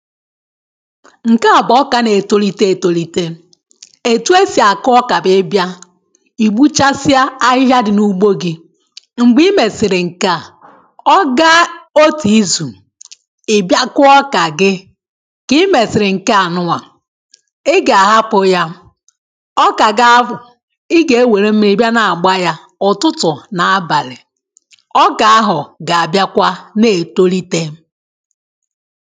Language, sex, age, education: Igbo, female, 15-29, tertiary